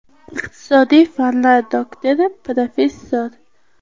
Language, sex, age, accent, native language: Uzbek, female, 18-24, Qashqadaryo, Uzbek